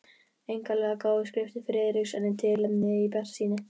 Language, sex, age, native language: Icelandic, male, 11, Icelandic